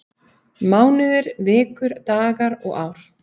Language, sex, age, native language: Icelandic, female, 30-39, Icelandic